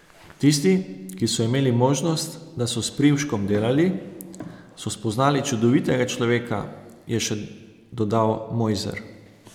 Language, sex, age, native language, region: Slovenian, male, 30-49, Slovenian, Savinja region